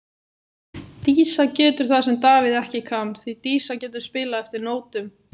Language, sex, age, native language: Icelandic, female, 18-19, Icelandic